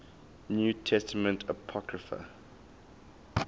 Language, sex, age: English, male, 19